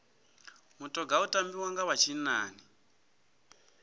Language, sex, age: Venda, male, 27